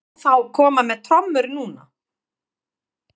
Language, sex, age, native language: Icelandic, female, 50-59, Icelandic